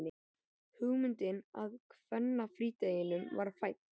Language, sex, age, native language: Icelandic, male, 18-19, Icelandic